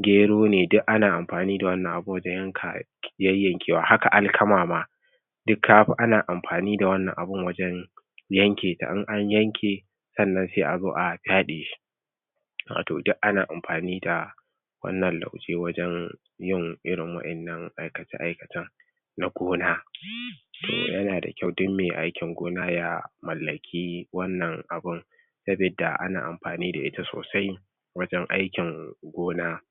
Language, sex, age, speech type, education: Hausa, male, 15-29, spontaneous, tertiary